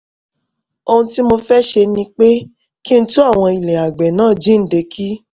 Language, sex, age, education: Yoruba, female, 15-29, tertiary